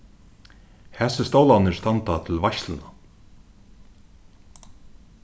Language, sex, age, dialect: Faroese, male, 36-60, Suðurstreymoy